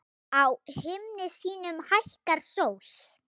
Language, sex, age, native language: Icelandic, female, 8, Icelandic